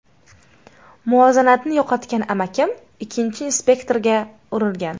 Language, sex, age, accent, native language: Uzbek, female, under 19, Toshkent viloyati, Uzbek